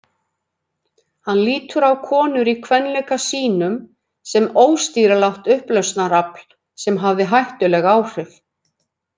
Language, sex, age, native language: Icelandic, female, 50-59, Icelandic